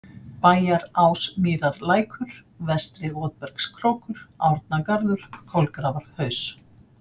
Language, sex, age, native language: Icelandic, female, 50-59, Icelandic